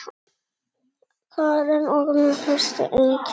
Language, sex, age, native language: Icelandic, male, 8, Icelandic